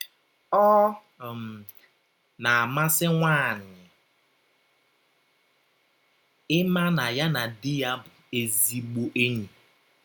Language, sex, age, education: Igbo, male, 30-45, tertiary